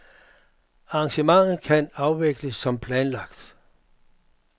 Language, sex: Danish, male